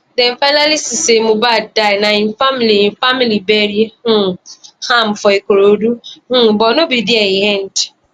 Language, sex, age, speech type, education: Nigerian Pidgin, female, 15-29, spontaneous, tertiary